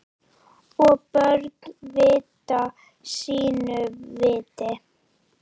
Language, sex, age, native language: Icelandic, female, 9, Icelandic